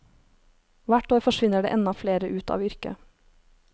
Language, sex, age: Norwegian, female, 23